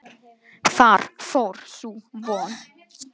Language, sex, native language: Icelandic, female, Icelandic